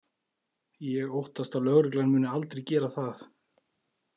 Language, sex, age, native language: Icelandic, male, 40-49, Icelandic